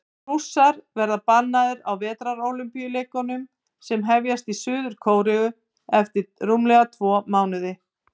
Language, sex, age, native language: Icelandic, female, 50-59, Icelandic